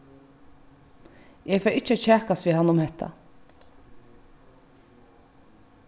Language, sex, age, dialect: Faroese, female, 15-35, Vágar